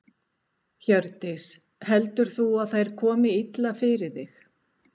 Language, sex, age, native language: Icelandic, female, 60-69, Icelandic